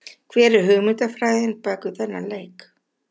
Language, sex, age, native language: Icelandic, female, 60-69, Icelandic